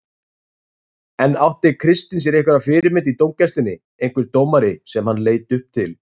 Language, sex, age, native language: Icelandic, male, 30-39, Icelandic